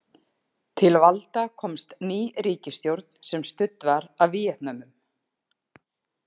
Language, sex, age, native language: Icelandic, female, 50-59, Icelandic